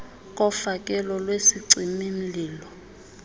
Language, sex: Xhosa, female